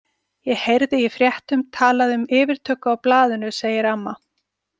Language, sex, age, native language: Icelandic, female, 40-49, Icelandic